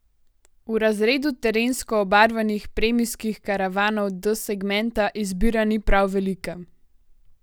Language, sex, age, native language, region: Slovenian, female, 18-29, Slovenian, Gorenjska region